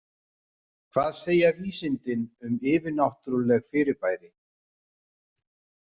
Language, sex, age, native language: Icelandic, male, 40-49, Icelandic